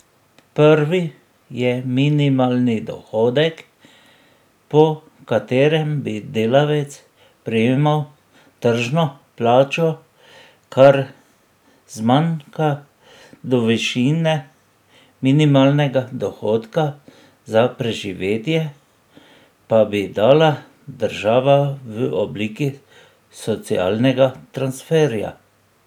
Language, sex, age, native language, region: Slovenian, male, 60+, Slovenian, Drava region